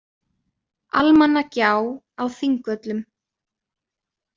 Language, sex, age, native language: Icelandic, female, 20-29, Icelandic